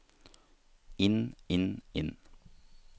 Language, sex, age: Norwegian, male, 30